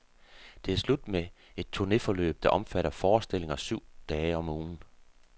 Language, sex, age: Danish, male, 48